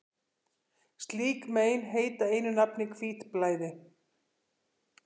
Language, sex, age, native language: Icelandic, female, 50-59, Icelandic